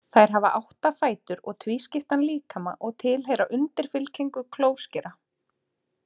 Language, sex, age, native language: Icelandic, female, 30-39, Icelandic